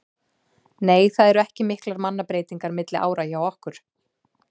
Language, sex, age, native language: Icelandic, female, 40-49, Icelandic